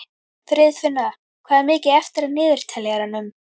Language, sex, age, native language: Icelandic, female, 11, Icelandic